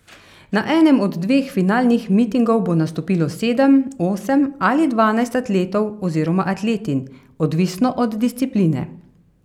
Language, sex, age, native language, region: Slovenian, female, 30-49, Slovenian, Carinthia region